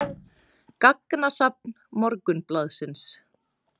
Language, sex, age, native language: Icelandic, female, 30-39, Icelandic